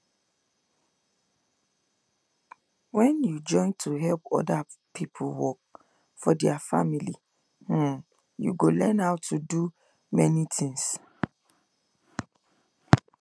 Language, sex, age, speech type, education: Nigerian Pidgin, female, 15-29, spontaneous, tertiary